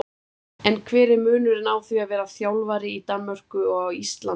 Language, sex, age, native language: Icelandic, female, 30-39, Icelandic